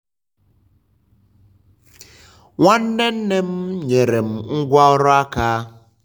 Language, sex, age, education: Igbo, male, 15-29, tertiary